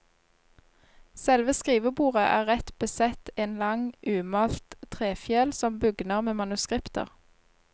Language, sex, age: Norwegian, female, 26